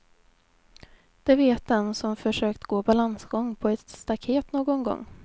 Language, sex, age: Swedish, female, 20